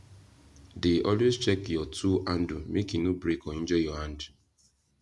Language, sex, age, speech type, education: Nigerian Pidgin, male, 15-29, spontaneous, secondary